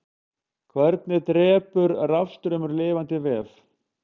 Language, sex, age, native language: Icelandic, male, 50-59, Icelandic